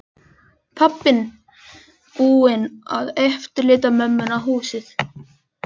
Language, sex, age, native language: Icelandic, male, 11, Icelandic